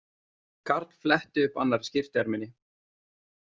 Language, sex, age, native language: Icelandic, male, 30-39, Icelandic